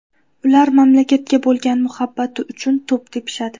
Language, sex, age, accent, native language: Uzbek, female, 18-24, Qashqadaryo, Uzbek